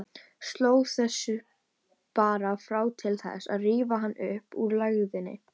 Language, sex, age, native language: Icelandic, female, 18-19, Icelandic